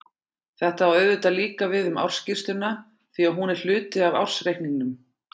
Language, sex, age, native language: Icelandic, female, 40-49, Icelandic